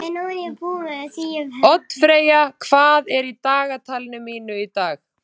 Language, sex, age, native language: Icelandic, female, 30-39, Icelandic